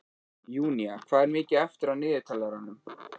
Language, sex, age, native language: Icelandic, male, 13, Icelandic